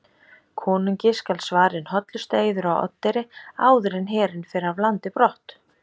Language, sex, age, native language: Icelandic, female, 30-39, Icelandic